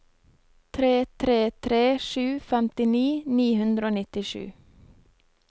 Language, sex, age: Norwegian, female, 23